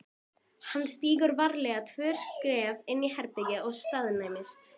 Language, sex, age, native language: Icelandic, female, 12, Icelandic